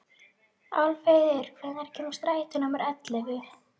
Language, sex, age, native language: Icelandic, female, 12, Icelandic